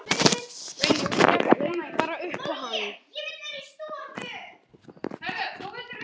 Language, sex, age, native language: Icelandic, male, 10, Icelandic